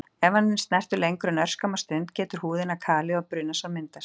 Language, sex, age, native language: Icelandic, female, 40-49, Icelandic